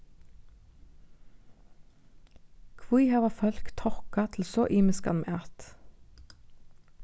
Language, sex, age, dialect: Faroese, female, 15-35, Norðurstreymoy/Eysturoy